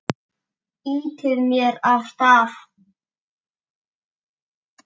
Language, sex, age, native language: Icelandic, male, 7, Icelandic